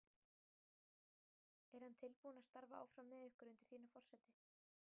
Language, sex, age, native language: Icelandic, female, 18-19, Icelandic